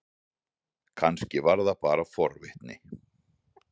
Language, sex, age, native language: Icelandic, male, 40-49, Icelandic